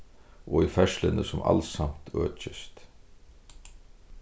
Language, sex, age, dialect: Faroese, male, 36-60, Suðurstreymoy